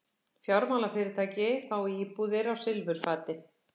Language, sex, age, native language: Icelandic, female, 60-69, Icelandic